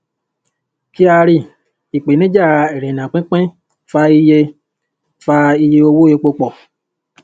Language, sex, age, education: Yoruba, female, 15-29, tertiary